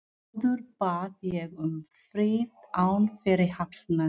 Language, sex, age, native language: Icelandic, female, 40-49, Filipino